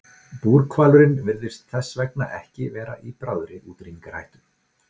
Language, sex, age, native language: Icelandic, male, 40-49, Icelandic